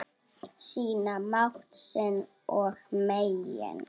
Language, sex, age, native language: Icelandic, female, 6, Icelandic